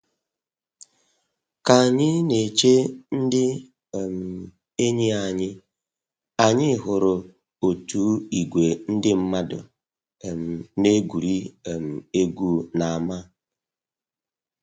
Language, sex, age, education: Igbo, female, 30-45, tertiary